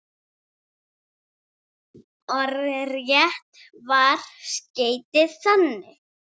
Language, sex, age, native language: Icelandic, female, 7, Icelandic